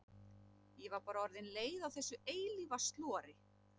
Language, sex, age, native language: Icelandic, male, 11, Icelandic